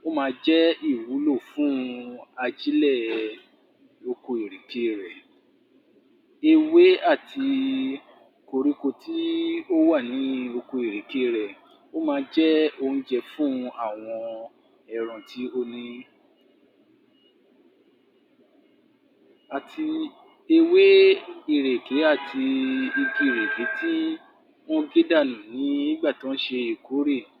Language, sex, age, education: Yoruba, male, 46-60, tertiary